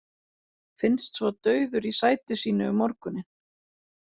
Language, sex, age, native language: Icelandic, female, 40-49, Icelandic